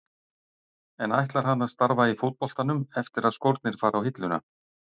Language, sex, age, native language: Icelandic, male, 60-69, Icelandic